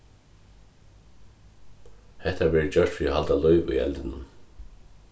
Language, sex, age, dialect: Faroese, male, 36-60, Suðurstreymoy